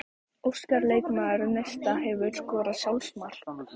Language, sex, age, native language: Icelandic, female, 14, Icelandic